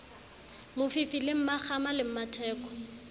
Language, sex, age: Southern Sotho, female, 35